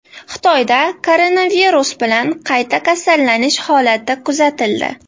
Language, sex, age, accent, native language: Uzbek, female, 18-24, Namangan, Uzbek